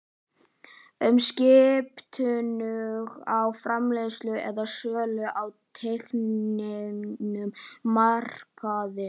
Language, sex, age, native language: Icelandic, male, 11, Icelandic